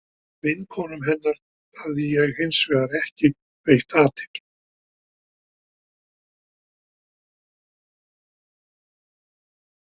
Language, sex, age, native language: Icelandic, male, 60-69, Icelandic